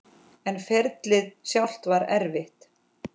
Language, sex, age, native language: Icelandic, female, 10, Icelandic